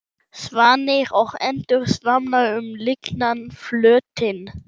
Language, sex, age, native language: Icelandic, male, 11, German